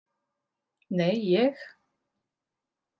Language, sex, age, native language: Icelandic, female, 30-39, Icelandic